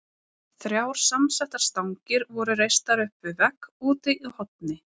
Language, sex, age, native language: Icelandic, female, 30-39, Icelandic